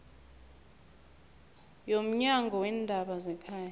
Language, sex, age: South Ndebele, female, 21